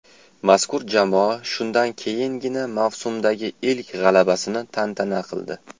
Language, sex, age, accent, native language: Uzbek, male, 19-29, Toshkent shahri, Uzbek